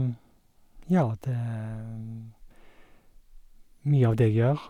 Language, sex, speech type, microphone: Norwegian, male, spontaneous, Sennheiser